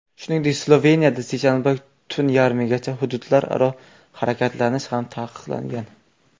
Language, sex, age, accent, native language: Uzbek, male, 18-24, Toshkent viloyati, Uzbek